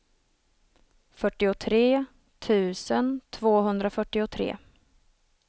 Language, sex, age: Swedish, female, 27